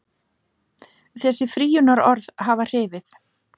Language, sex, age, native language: Icelandic, female, 40-49, Icelandic